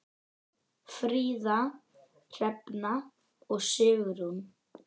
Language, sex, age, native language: Icelandic, female, 10, Icelandic